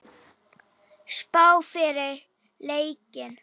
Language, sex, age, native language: Icelandic, female, 8, Icelandic